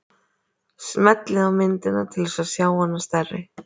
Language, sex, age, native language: Icelandic, female, 30-39, Icelandic